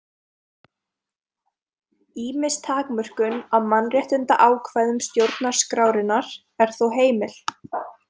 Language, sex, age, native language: Icelandic, female, 20-29, Icelandic